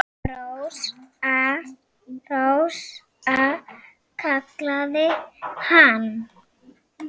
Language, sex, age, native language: Icelandic, female, 6, Icelandic